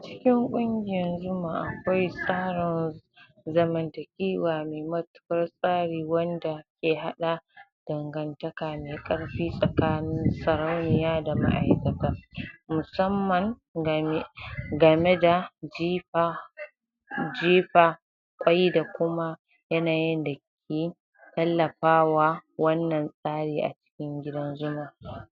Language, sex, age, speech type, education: Hausa, female, 46-60, spontaneous, tertiary